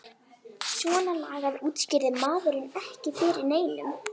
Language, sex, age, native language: Icelandic, female, 11, Icelandic